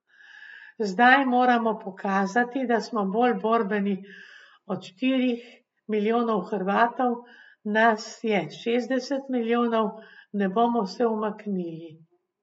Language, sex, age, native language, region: Slovenian, female, 60+, Slovenian, Gorenjska region